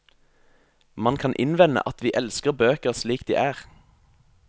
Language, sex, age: Norwegian, male, 22